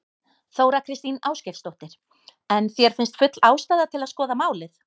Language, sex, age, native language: Icelandic, female, 18-19, Icelandic